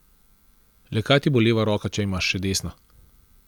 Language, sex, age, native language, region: Slovenian, male, 30-49, Slovenian, Central Slovenia